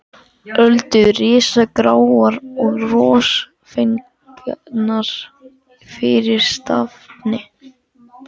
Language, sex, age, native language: Icelandic, male, 14, Icelandic